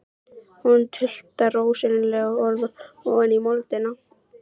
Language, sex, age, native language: Icelandic, female, 12, Icelandic